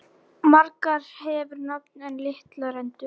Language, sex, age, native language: Icelandic, female, 40-49, Icelandic